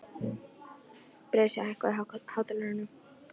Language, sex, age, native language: Icelandic, female, 11, Icelandic